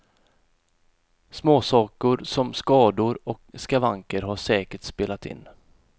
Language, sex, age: Swedish, male, 31